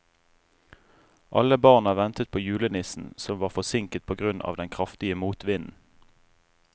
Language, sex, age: Norwegian, male, 35